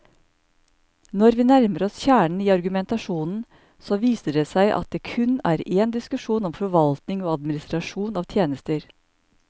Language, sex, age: Norwegian, male, 54